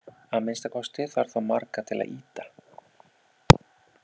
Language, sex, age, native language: Icelandic, male, 40-49, Icelandic